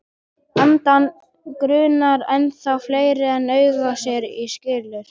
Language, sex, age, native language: Icelandic, male, 12, Icelandic